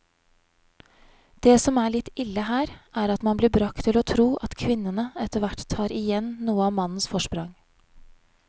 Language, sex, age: Norwegian, female, 31